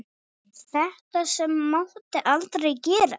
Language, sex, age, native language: Icelandic, female, 6, English